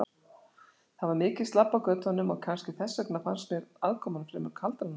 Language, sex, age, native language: Icelandic, female, 60-69, Icelandic